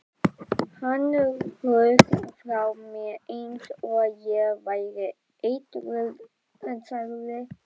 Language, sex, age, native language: Icelandic, female, 12, Icelandic